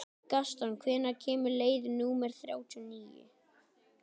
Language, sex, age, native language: Icelandic, male, 12, Icelandic